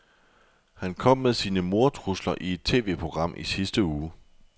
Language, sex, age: Danish, male, 24